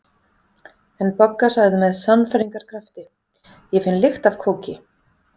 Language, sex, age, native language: Icelandic, female, 40-49, Icelandic